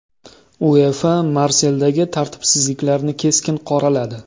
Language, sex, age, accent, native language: Uzbek, male, 25-34, Toshkent viloyati, Uzbek